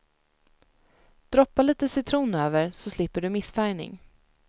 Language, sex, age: Swedish, female, 19